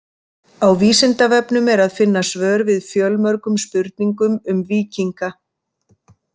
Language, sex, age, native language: Icelandic, female, 50-59, Icelandic